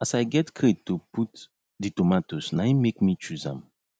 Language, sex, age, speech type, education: Nigerian Pidgin, male, 30-45, spontaneous, tertiary